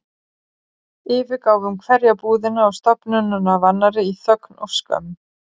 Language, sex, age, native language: Icelandic, female, 40-49, Icelandic